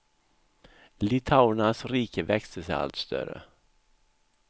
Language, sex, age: Swedish, male, 64